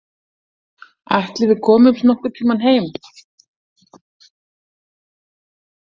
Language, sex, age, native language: Icelandic, female, 40-49, Icelandic